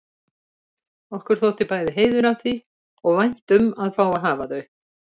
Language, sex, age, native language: Icelandic, female, 70-79, Icelandic